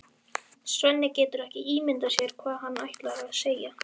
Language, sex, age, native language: Icelandic, male, 11, Icelandic